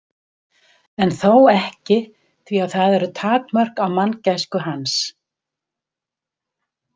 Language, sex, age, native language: Icelandic, female, 70-79, Icelandic